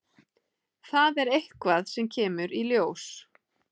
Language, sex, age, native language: Icelandic, female, 30-39, Icelandic